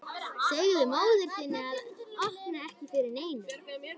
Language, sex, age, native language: Icelandic, female, 12, Icelandic